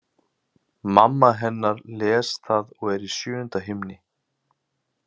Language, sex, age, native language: Icelandic, male, 30-39, Icelandic